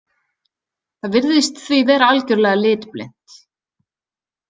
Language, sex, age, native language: Icelandic, female, 30-39, Icelandic